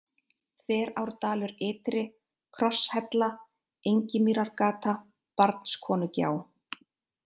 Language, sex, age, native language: Icelandic, female, 30-39, Icelandic